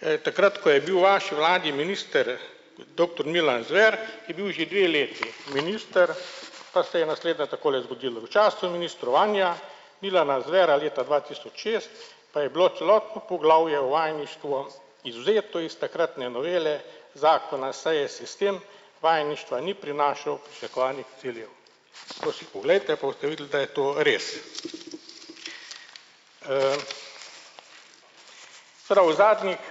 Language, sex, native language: Slovenian, male, Slovenian